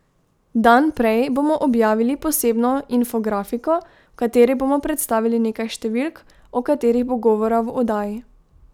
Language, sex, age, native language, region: Slovenian, female, 18-29, Slovenian, Drava region